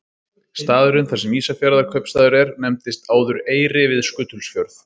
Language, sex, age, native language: Icelandic, male, 30-39, Icelandic